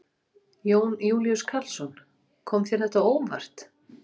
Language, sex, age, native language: Icelandic, female, 30-39, Icelandic